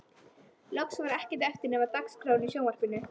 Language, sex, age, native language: Icelandic, female, 13, Icelandic